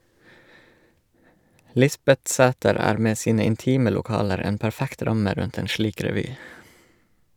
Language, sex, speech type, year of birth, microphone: Norwegian, male, read, 1986, Shure